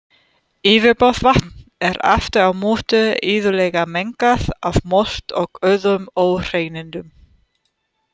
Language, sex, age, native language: Icelandic, female, 30-39, German